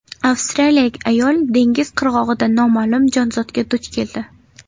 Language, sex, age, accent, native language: Uzbek, female, under 19, Navoiy, Uzbek